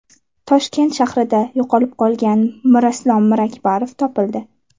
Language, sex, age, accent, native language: Uzbek, female, 18-24, Toshkent shahri, Uzbek